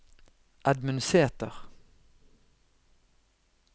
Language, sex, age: Norwegian, male, 32